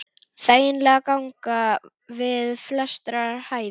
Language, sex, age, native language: Icelandic, female, 9, Icelandic